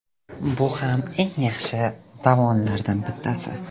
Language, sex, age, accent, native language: Uzbek, male, 18-24, Jizzax, Uzbek